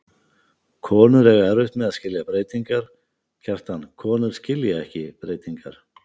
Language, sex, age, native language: Icelandic, male, 50-59, Icelandic